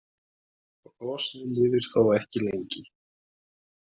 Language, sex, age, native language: Icelandic, male, 20-29, Icelandic